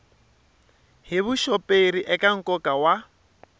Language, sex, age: Tsonga, male, 23